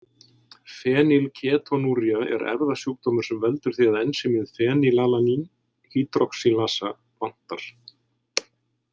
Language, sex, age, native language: Icelandic, male, 60-69, Icelandic